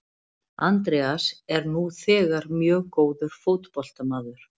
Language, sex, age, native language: Icelandic, female, 40-49, Icelandic